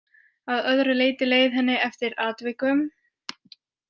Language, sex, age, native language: Icelandic, female, 18-19, French